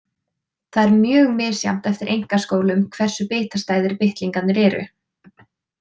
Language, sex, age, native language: Icelandic, female, 20-29, Icelandic